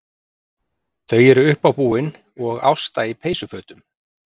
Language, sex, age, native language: Icelandic, male, 40-49, Icelandic